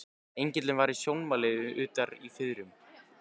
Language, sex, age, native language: Icelandic, male, 15, Icelandic